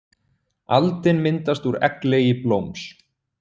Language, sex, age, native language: Icelandic, male, 30-39, Icelandic